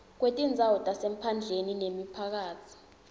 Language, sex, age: Swati, female, 20